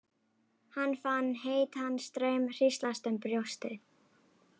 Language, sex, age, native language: Icelandic, female, 12, Icelandic